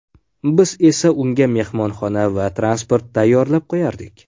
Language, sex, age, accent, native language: Uzbek, male, 18-24, Farg'ona, Uzbek